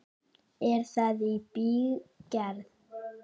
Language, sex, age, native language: Icelandic, female, 9, Icelandic